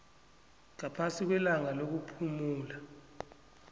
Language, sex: South Ndebele, male